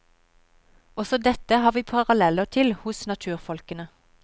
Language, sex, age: Norwegian, female, 31